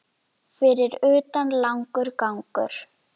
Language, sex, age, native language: Icelandic, female, 10, Icelandic